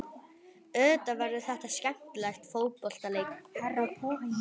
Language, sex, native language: Icelandic, female, Icelandic